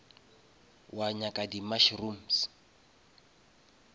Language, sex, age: Northern Sotho, male, 26